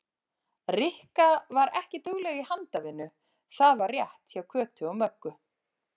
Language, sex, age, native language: Icelandic, female, 30-39, Icelandic